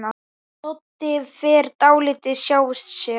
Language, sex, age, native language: Icelandic, male, 10, Icelandic